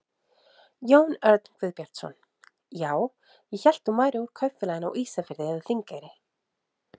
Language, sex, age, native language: Icelandic, female, 30-39, Icelandic